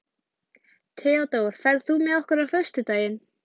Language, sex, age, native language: Icelandic, female, 12, Icelandic